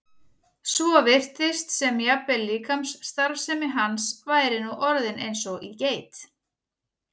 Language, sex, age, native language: Icelandic, female, 40-49, Icelandic